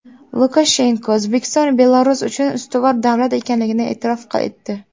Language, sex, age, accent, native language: Uzbek, female, 18-24, Namangan, Uzbek